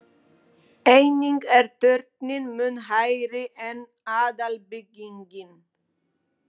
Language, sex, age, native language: Icelandic, female, 20-29, Polish